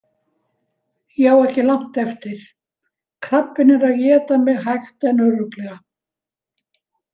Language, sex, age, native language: Icelandic, female, 70-79, Icelandic